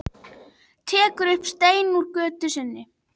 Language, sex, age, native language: Icelandic, female, 11, Icelandic